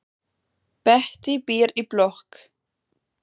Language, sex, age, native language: Icelandic, female, 20-29, German